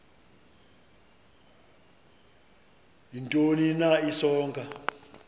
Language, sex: Xhosa, male